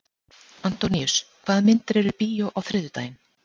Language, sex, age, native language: Icelandic, female, 40-49, Icelandic